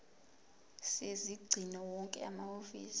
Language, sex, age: Zulu, female, 22